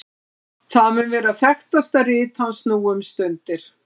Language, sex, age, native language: Icelandic, female, 60-69, Icelandic